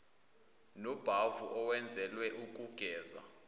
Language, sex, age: Zulu, male, 21